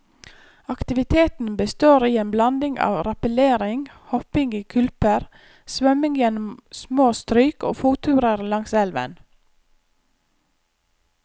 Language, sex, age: Norwegian, female, 34